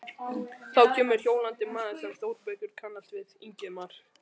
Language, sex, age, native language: Icelandic, male, 11, Icelandic